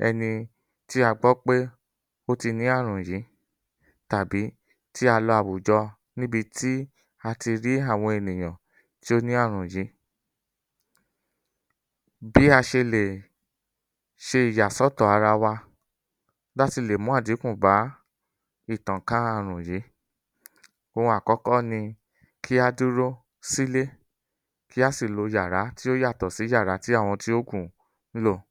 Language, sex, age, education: Yoruba, male, 30-45, tertiary